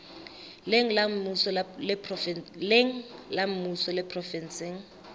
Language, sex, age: Southern Sotho, female, 24